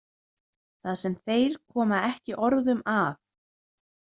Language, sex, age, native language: Icelandic, female, 20-29, Icelandic